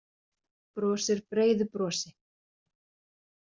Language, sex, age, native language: Icelandic, female, 40-49, Icelandic